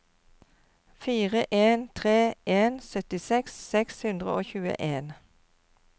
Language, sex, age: Norwegian, female, 52